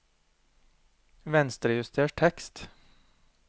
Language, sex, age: Norwegian, male, 40